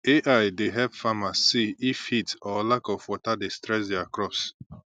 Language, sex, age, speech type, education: Nigerian Pidgin, male, 15-29, spontaneous, tertiary